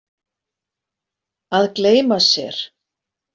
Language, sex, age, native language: Icelandic, female, 40-49, Icelandic